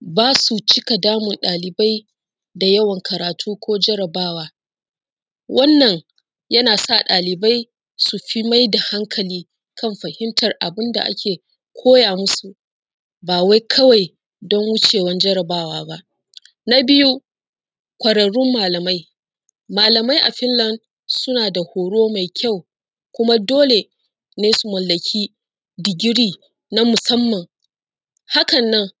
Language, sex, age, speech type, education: Hausa, female, 30-45, spontaneous, secondary